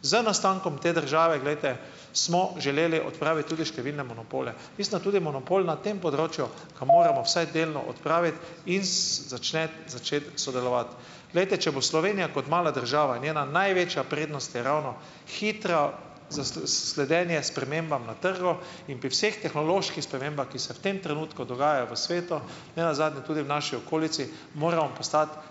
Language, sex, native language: Slovenian, male, Slovenian